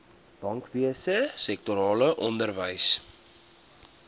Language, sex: Afrikaans, male